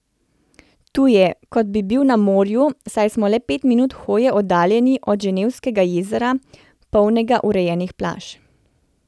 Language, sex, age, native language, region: Slovenian, female, 30-49, Slovenian, Central Slovenia